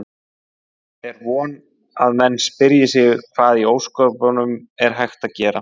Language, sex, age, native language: Icelandic, male, 20-29, Icelandic